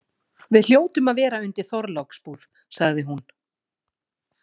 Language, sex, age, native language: Icelandic, female, 40-49, Icelandic